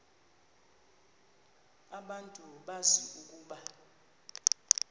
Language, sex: Xhosa, female